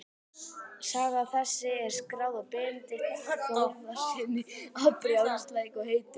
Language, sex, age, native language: Icelandic, male, 18-19, Icelandic